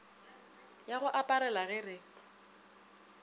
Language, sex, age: Northern Sotho, female, 27